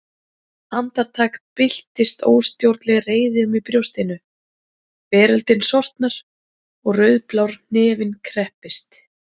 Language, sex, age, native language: Icelandic, female, 40-49, Icelandic